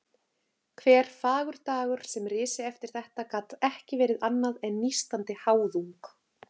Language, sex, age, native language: Icelandic, female, 30-39, Icelandic